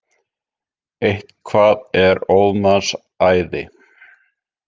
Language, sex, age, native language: Icelandic, male, 50-59, Icelandic